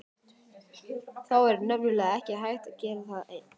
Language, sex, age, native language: Icelandic, male, 12, Icelandic